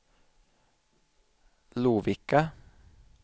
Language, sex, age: Swedish, male, 27